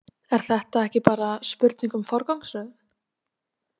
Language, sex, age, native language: Icelandic, female, 20-29, Icelandic